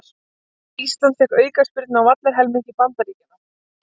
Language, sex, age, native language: Icelandic, female, 20-29, Icelandic